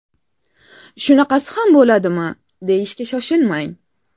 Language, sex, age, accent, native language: Uzbek, female, 25-34, Navoiy, Uzbek